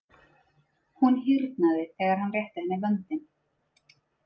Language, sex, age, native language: Icelandic, female, 30-39, Icelandic